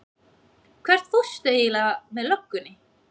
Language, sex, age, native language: Icelandic, female, 20-29, Icelandic